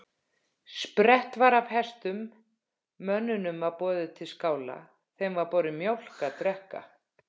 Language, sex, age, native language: Icelandic, female, 50-59, Icelandic